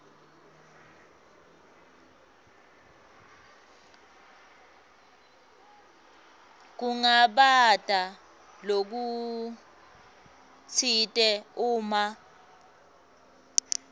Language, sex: Swati, female